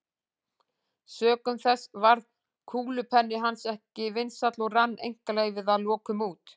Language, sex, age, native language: Icelandic, female, 40-49, Icelandic